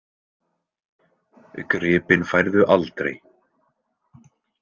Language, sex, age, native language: Icelandic, male, 20-29, Icelandic